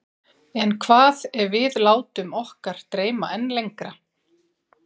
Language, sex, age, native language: Icelandic, female, 40-49, Icelandic